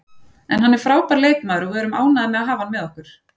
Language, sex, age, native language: Icelandic, female, 40-49, Icelandic